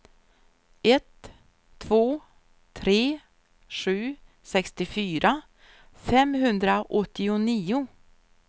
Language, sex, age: Swedish, female, 53